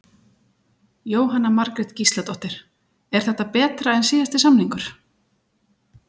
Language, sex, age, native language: Icelandic, female, 40-49, Icelandic